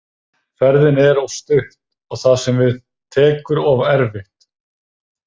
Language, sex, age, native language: Icelandic, male, 30-39, Icelandic